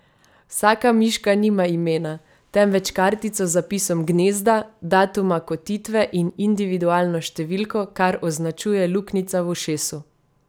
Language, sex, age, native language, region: Slovenian, female, 30-49, Slovenian, Savinja region